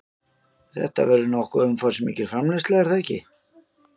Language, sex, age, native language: Icelandic, male, 50-59, Icelandic